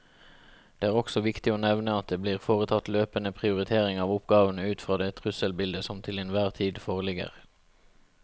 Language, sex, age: Norwegian, male, 36